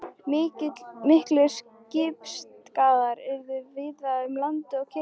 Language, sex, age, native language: Icelandic, female, 13, Icelandic